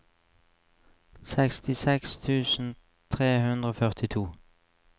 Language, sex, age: Norwegian, male, 35